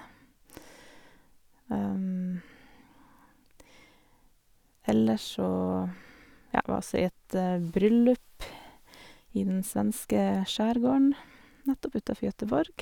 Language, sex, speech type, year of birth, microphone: Norwegian, female, spontaneous, 1978, Sennheiser